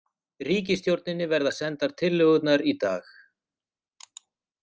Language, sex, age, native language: Icelandic, male, 40-49, Icelandic